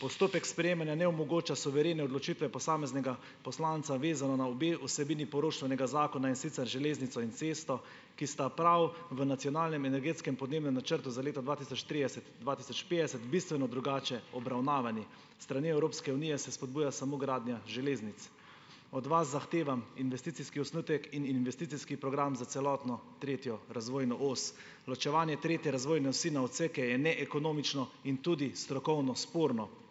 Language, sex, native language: Slovenian, male, Slovenian